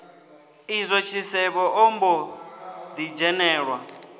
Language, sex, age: Venda, male, 19